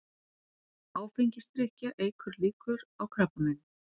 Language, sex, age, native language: Icelandic, female, 40-49, Icelandic